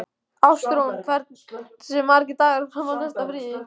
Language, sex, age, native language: Icelandic, male, 14, Icelandic